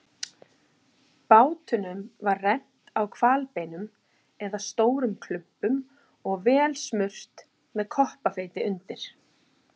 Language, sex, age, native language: Icelandic, female, 40-49, Icelandic